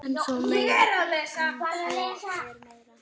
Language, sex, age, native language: Icelandic, male, 9, Icelandic